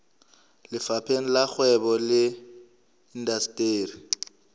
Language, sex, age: Southern Sotho, male, 26